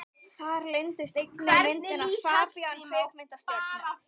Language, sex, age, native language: Icelandic, female, 12, Icelandic